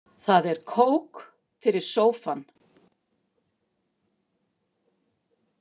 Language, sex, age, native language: Icelandic, female, 50-59, Icelandic